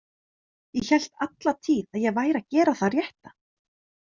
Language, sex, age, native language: Icelandic, female, 30-39, Icelandic